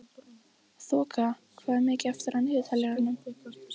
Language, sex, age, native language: Icelandic, female, 14, Icelandic